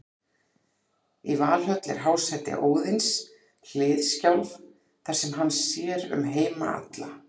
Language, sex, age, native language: Icelandic, female, 40-49, Icelandic